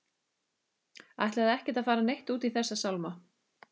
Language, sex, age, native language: Icelandic, male, 12, Icelandic